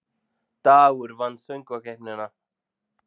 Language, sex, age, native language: Icelandic, male, 40-49, Icelandic